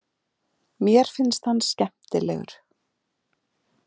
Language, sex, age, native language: Icelandic, female, 40-49, Icelandic